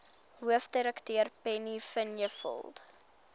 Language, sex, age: Afrikaans, female, 21